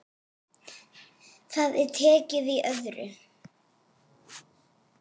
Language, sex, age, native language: Icelandic, female, 8, Icelandic